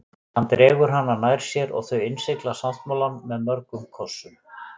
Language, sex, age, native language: Icelandic, male, 40-49, Icelandic